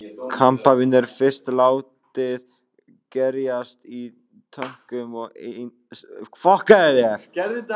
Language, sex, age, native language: Icelandic, male, 18-19, Icelandic